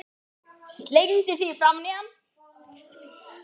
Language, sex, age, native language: Icelandic, female, 9, Icelandic